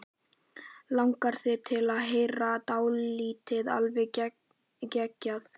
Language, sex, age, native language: Icelandic, male, 11, Icelandic